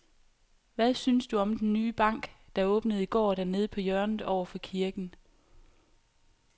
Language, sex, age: Danish, female, 28